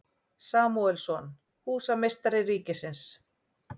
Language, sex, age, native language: Icelandic, female, 40-49, Icelandic